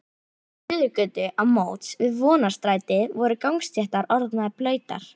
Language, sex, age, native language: Icelandic, female, 11, Icelandic